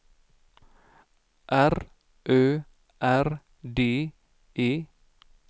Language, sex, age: Swedish, male, 46